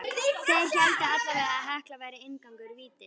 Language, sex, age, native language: Icelandic, female, 11, Icelandic